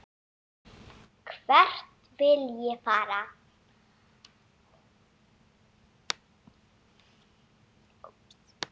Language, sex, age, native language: Icelandic, female, 7, Icelandic